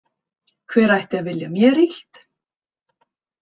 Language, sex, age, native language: Icelandic, female, 30-39, Icelandic